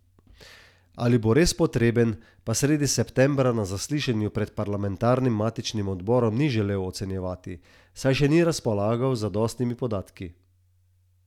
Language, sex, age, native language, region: Slovenian, male, 30-49, Slovenian, Southeast Slovenia